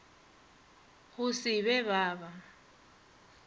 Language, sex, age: Northern Sotho, female, 30